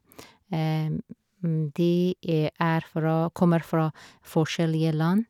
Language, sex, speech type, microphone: Norwegian, female, spontaneous, Shure